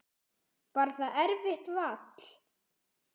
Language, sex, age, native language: Icelandic, male, 10, Icelandic